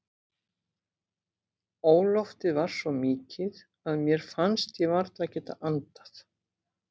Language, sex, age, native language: Icelandic, female, 50-59, Icelandic